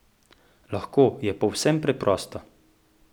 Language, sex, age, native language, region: Slovenian, male, 18-29, Slovenian, Central Slovenia